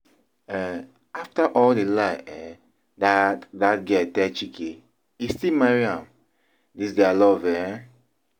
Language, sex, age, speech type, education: Nigerian Pidgin, male, 30-45, spontaneous, tertiary